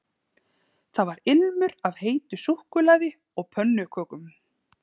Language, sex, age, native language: Icelandic, female, 30-39, Icelandic